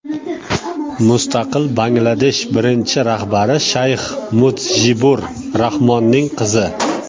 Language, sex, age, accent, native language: Uzbek, male, 19-29, Namangan, Uzbek